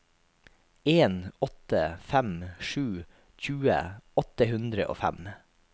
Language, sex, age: Norwegian, male, 43